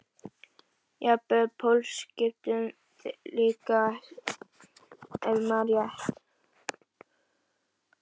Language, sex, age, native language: Icelandic, female, 11, Icelandic